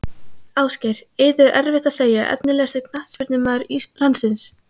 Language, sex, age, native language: Icelandic, female, 15, Icelandic